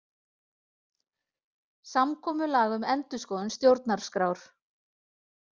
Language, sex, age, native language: Icelandic, female, 40-49, Icelandic